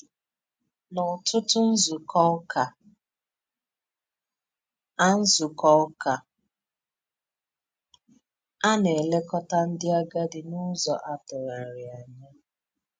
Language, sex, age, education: Igbo, female, 15-29, tertiary